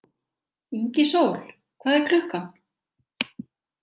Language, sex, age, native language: Icelandic, female, 60-69, Icelandic